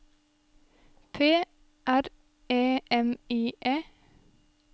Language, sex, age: Norwegian, female, 23